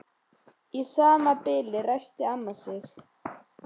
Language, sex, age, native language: Icelandic, male, 11, Icelandic